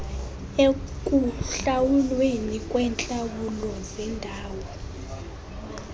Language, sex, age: Xhosa, female, 20